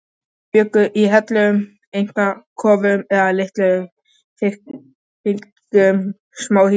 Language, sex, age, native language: Icelandic, male, 12, Icelandic